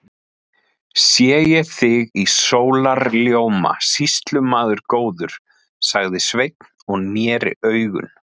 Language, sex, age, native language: Icelandic, male, 30-39, Icelandic